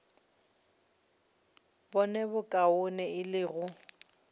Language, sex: Northern Sotho, female